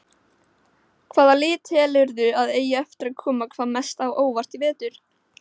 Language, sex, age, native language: Icelandic, male, 16, Icelandic